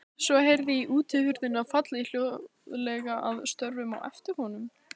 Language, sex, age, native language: Icelandic, female, 16, Icelandic